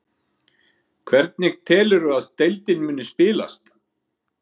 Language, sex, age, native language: Icelandic, male, 50-59, Icelandic